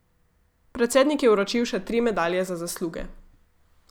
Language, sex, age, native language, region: Slovenian, female, 18-29, Slovenian, Gorica region